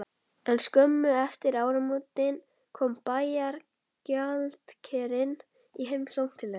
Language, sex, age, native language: Icelandic, male, 11, Icelandic